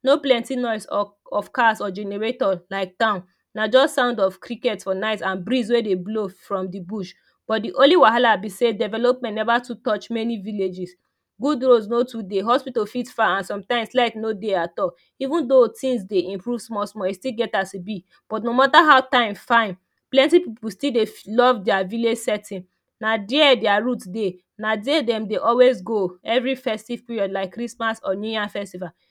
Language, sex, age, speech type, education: Nigerian Pidgin, female, 15-29, spontaneous, tertiary